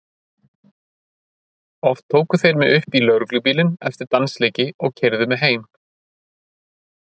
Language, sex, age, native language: Icelandic, male, 30-39, Icelandic